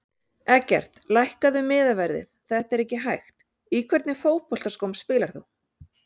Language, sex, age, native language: Icelandic, female, 40-49, Icelandic